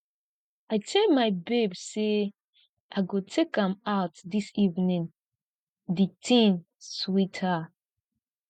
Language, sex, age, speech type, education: Nigerian Pidgin, female, 15-29, spontaneous, tertiary